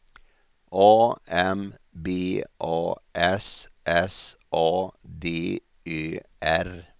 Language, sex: Swedish, male